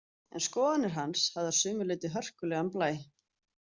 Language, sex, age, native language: Icelandic, female, 30-39, Icelandic